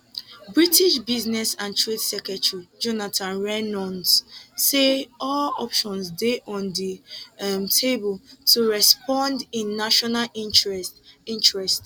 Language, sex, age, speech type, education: Nigerian Pidgin, female, 15-29, spontaneous, tertiary